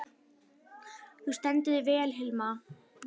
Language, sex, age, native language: Icelandic, female, 11, Icelandic